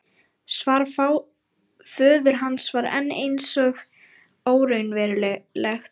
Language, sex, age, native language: Icelandic, female, 18-19, Lithuanian